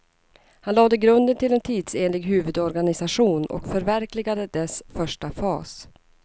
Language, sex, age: Swedish, female, 39